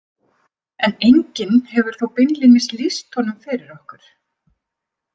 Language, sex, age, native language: Icelandic, female, 50-59, Icelandic